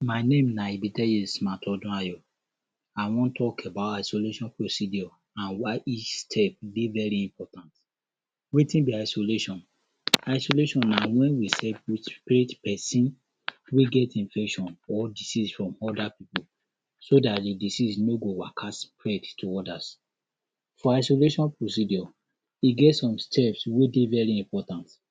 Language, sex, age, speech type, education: Nigerian Pidgin, male, 46-60, spontaneous, tertiary